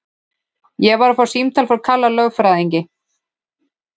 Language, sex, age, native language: Icelandic, female, 15, Icelandic